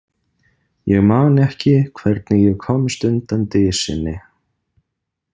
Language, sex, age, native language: Icelandic, male, 30-39, Icelandic